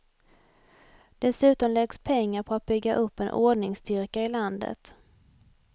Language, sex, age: Swedish, female, 28